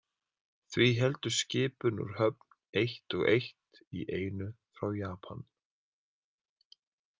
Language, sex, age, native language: Icelandic, male, 30-39, Icelandic